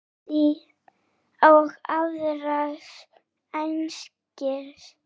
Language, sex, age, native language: Icelandic, female, 8, Icelandic